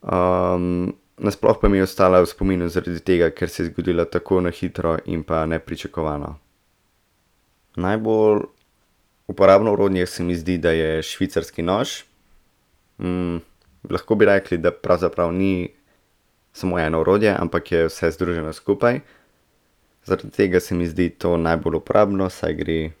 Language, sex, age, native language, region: Slovenian, male, 18-29, Slovenian, Central Slovenia